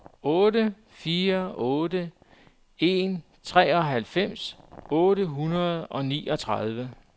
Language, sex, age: Danish, male, 44